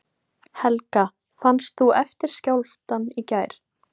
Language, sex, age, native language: Icelandic, female, 18-19, Icelandic